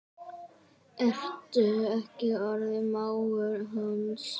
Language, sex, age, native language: Icelandic, female, 9, Icelandic